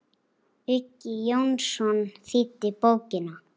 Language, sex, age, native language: Icelandic, female, 8, Icelandic